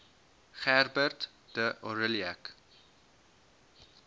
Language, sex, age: English, male, 21